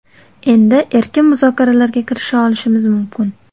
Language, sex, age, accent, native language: Uzbek, female, 18-24, Toshkent shahri, Uzbek